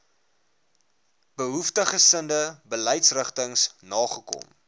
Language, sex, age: Afrikaans, male, 21